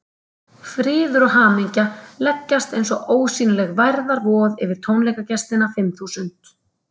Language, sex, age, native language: Icelandic, female, 30-39, Icelandic